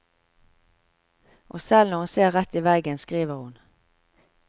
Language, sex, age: Norwegian, female, 45